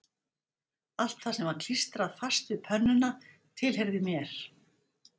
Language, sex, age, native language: Icelandic, female, 60-69, Icelandic